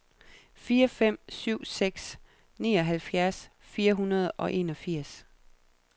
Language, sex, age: Danish, female, 37